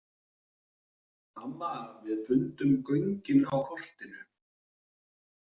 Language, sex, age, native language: Icelandic, male, 40-49, Icelandic